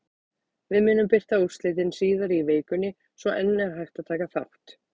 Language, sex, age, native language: Icelandic, female, 30-39, Icelandic